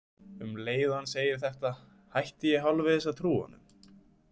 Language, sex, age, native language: Icelandic, male, 20-29, Icelandic